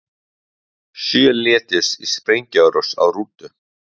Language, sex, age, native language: Icelandic, male, 20-29, Icelandic